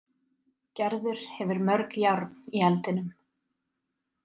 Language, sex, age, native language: Icelandic, female, 30-39, Icelandic